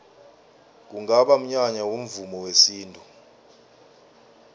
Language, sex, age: South Ndebele, male, 24